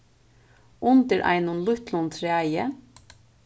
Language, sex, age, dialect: Faroese, female, 15-35, Suðurstreymoy